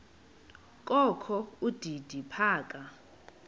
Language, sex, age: Xhosa, female, 18